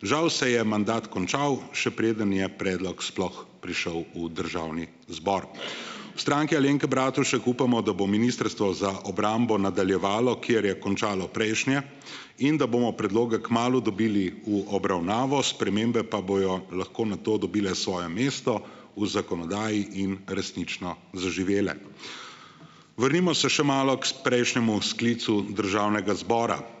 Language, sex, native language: Slovenian, male, Slovenian